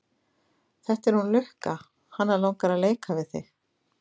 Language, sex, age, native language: Icelandic, female, 50-59, Icelandic